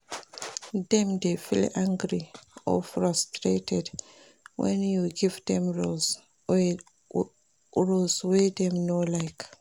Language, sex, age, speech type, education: Nigerian Pidgin, female, 30-45, read, primary